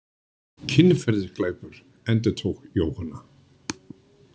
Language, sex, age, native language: Icelandic, male, 60-69, Icelandic